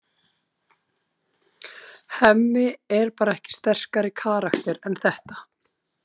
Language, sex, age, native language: Icelandic, female, 30-39, Icelandic